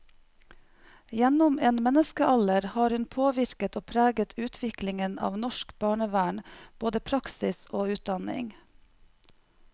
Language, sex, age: Norwegian, female, 45